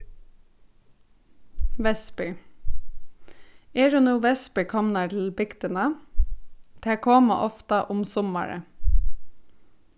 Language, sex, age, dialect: Faroese, female, 15-35, Suðurstreymoy